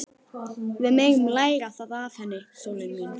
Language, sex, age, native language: Icelandic, female, 11, Icelandic